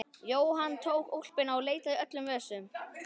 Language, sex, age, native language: Icelandic, male, 11, Icelandic